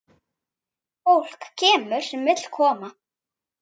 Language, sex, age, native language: Icelandic, female, 9, Icelandic